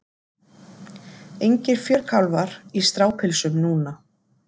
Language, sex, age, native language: Icelandic, female, 30-39, Icelandic